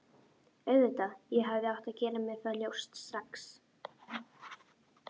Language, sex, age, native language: Icelandic, female, 12, Icelandic